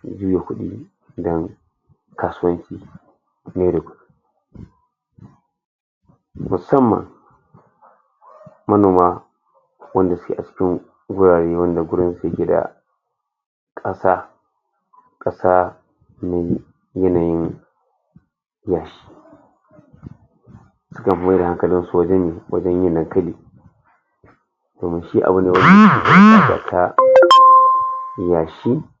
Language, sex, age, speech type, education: Hausa, male, 60+, spontaneous, tertiary